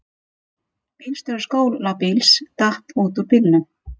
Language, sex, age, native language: Icelandic, female, 50-59, Icelandic